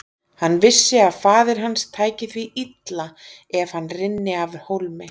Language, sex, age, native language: Icelandic, female, 30-39, Icelandic